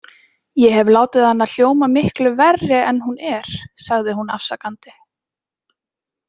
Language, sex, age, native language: Icelandic, female, 20-29, Icelandic